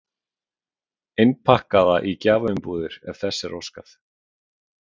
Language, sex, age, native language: Icelandic, male, 40-49, Icelandic